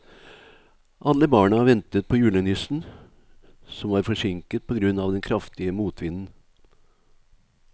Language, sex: Norwegian, male